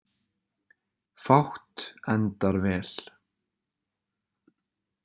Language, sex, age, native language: Icelandic, male, 20-29, Icelandic